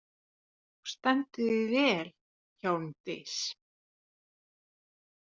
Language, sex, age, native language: Icelandic, female, 40-49, Finnish